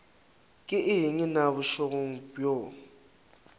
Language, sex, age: Northern Sotho, male, 19